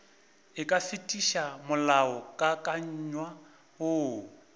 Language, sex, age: Northern Sotho, male, 24